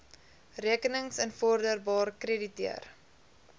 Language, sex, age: Afrikaans, female, 20